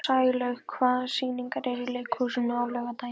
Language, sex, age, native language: Icelandic, female, 50-59, Icelandic